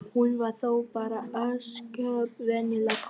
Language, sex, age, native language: Icelandic, male, 11, Vietnamese